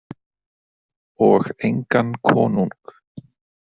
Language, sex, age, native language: Icelandic, male, 30-39, Icelandic